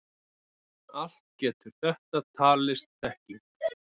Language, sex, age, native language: Icelandic, male, 30-39, Icelandic